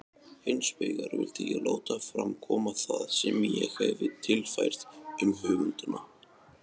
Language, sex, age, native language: Icelandic, male, 20-29, Icelandic